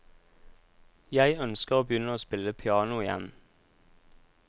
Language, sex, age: Norwegian, male, 26